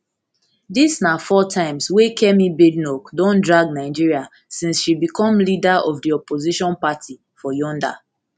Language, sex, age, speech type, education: Nigerian Pidgin, female, 15-29, spontaneous, tertiary